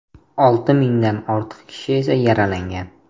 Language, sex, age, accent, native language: Uzbek, male, 18-24, Toshkent shahri, Uzbek